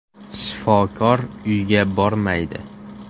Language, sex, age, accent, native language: Uzbek, male, 18-24, Farg'ona, Uzbek